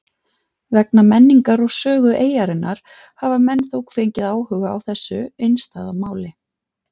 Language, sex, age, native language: Icelandic, female, 40-49, Icelandic